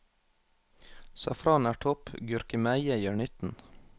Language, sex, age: Norwegian, male, 21